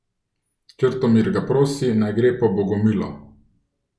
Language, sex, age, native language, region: Slovenian, male, 30-49, Slovenian, Gorenjska region